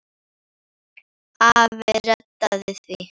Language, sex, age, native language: Icelandic, female, 10, Icelandic